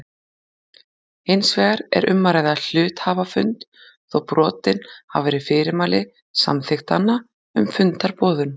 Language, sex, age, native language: Icelandic, female, 40-49, Icelandic